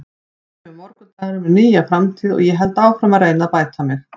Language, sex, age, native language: Icelandic, female, 50-59, Icelandic